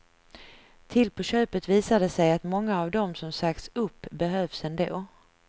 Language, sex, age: Swedish, female, 49